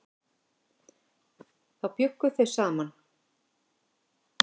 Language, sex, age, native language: Icelandic, female, 50-59, Icelandic